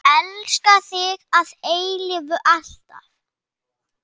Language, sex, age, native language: Icelandic, male, 7, Icelandic